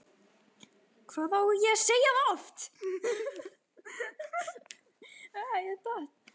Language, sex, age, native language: Icelandic, female, 13, Icelandic